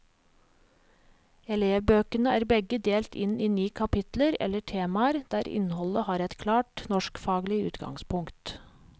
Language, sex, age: Norwegian, female, 37